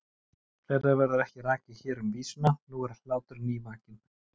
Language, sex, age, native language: Icelandic, male, 40-49, Icelandic